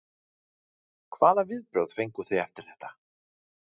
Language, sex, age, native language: Icelandic, male, 30-39, Icelandic